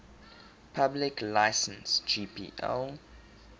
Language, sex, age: English, male, 23